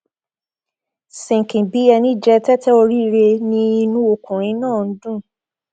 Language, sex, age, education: Yoruba, female, 15-29, tertiary